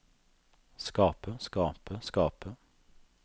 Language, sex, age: Norwegian, male, 32